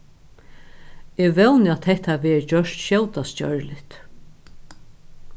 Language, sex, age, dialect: Faroese, female, 61+, Norðuroyggjar